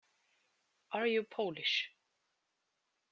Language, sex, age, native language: Icelandic, female, 20-29, Icelandic